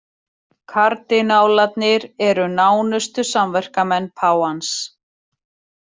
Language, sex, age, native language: Icelandic, female, 40-49, Icelandic